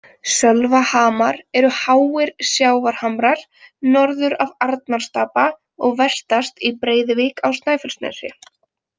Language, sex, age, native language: Icelandic, female, 20-29, Icelandic